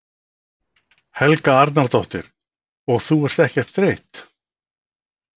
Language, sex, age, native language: Icelandic, male, 60-69, Icelandic